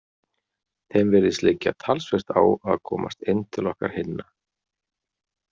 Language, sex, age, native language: Icelandic, male, 40-49, Icelandic